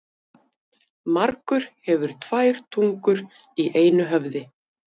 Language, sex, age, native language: Icelandic, female, 50-59, Icelandic